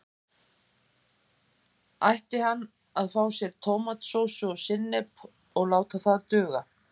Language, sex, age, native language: Icelandic, female, 50-59, Icelandic